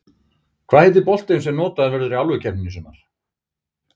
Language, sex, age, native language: Icelandic, male, 40-49, Icelandic